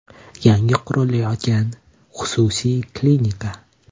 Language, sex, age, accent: Uzbek, male, 18-24, Toshkent shahri